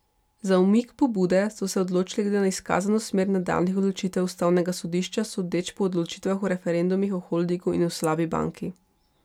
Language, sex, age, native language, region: Slovenian, female, 18-29, Slovenian, Pomurje region